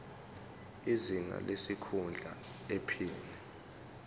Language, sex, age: Zulu, male, 18